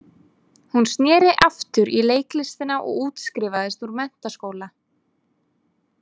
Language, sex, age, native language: Icelandic, female, 20-29, Icelandic